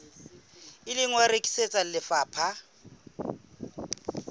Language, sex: Southern Sotho, female